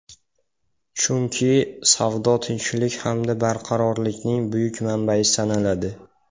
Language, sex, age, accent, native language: Uzbek, male, under 19, Farg'ona, Uzbek